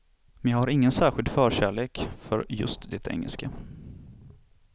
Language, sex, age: Swedish, male, 27